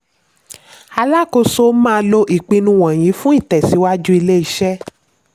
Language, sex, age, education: Yoruba, female, 30-45, tertiary